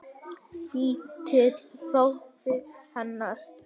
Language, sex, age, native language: Icelandic, female, 18-19, Icelandic